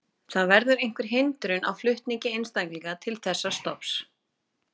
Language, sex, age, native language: Icelandic, female, 30-39, Icelandic